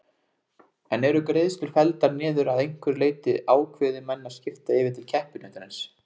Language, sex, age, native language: Icelandic, male, 20-29, Icelandic